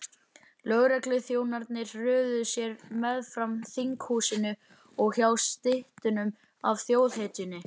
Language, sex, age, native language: Icelandic, male, 11, Icelandic